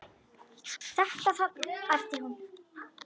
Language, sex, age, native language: Icelandic, female, 10, Icelandic